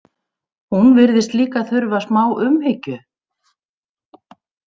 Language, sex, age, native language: Icelandic, female, 60-69, Icelandic